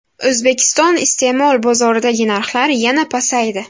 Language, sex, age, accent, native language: Uzbek, female, 18-24, Buxoro, Uzbek